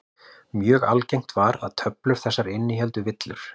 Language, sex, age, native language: Icelandic, male, 40-49, Icelandic